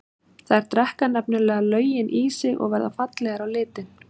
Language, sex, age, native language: Icelandic, female, 30-39, Icelandic